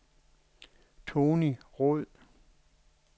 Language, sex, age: Danish, male, 61